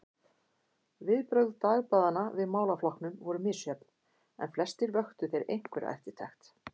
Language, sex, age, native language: Icelandic, female, 50-59, Icelandic